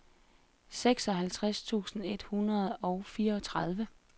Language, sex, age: Danish, female, 33